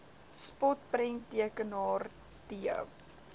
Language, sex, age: Afrikaans, female, 19